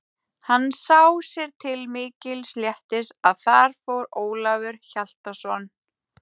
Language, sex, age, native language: Icelandic, female, 30-39, Icelandic